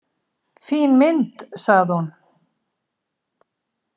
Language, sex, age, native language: Icelandic, female, 70-79, Icelandic